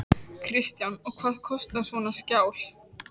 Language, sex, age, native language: Icelandic, female, 14, Icelandic